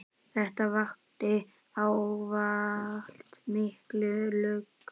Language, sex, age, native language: Icelandic, male, 10, Icelandic